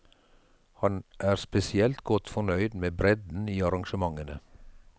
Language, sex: Norwegian, male